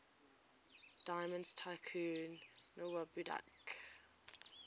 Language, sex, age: English, female, 20